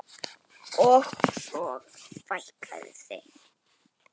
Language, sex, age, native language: Icelandic, male, 10, Icelandic